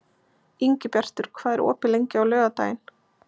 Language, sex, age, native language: Icelandic, female, 20-29, Icelandic